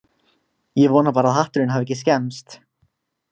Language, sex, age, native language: Icelandic, male, 20-29, Icelandic